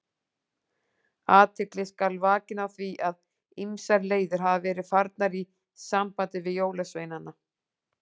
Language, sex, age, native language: Icelandic, female, 40-49, Icelandic